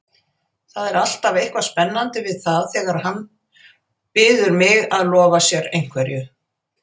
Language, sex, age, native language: Icelandic, female, 80-89, Icelandic